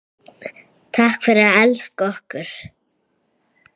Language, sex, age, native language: Icelandic, female, 6, Icelandic